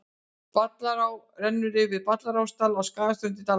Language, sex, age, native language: Icelandic, female, 60-69, Icelandic